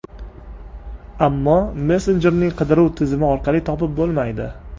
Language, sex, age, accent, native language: Uzbek, male, 25-34, Toshkent shahri, Uzbek